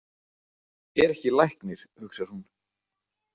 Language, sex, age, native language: Icelandic, male, 40-49, Icelandic